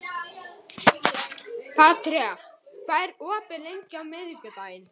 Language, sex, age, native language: Icelandic, male, 18-19, Icelandic